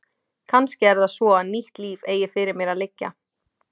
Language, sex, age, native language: Icelandic, female, 20-29, Icelandic